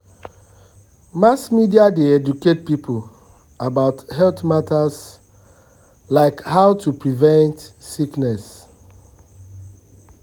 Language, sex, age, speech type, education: Nigerian Pidgin, male, 30-45, spontaneous, tertiary